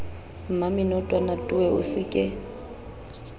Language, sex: Southern Sotho, female